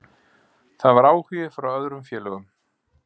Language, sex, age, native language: Icelandic, male, 50-59, Icelandic